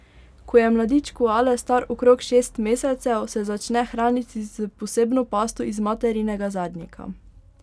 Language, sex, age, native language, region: Slovenian, female, 18-29, Slovenian, Pomurje region